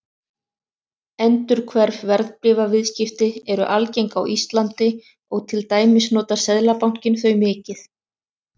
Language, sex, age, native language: Icelandic, other, 30-39, Icelandic